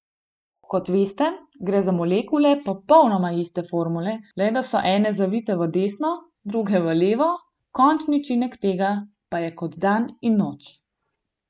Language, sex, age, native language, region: Slovenian, female, 18-29, Slovenian, Gorenjska region